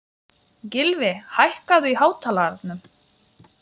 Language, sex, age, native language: Icelandic, female, 20-29, Lithuanian